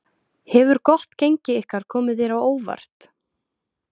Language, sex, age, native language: Icelandic, female, 20-29, Icelandic